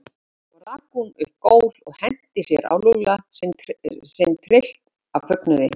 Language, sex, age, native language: Icelandic, female, 50-59, Icelandic